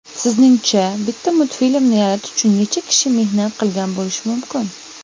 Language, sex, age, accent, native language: Uzbek, female, 19-29, Andijon, Uzbek